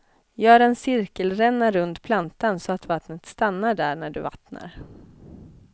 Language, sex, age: Swedish, female, 20